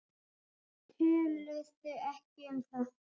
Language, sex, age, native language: Icelandic, male, 8, Icelandic